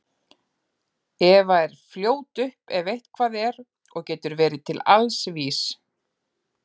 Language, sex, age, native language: Icelandic, female, 40-49, Icelandic